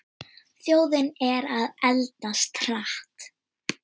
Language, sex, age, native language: Icelandic, female, 10, Icelandic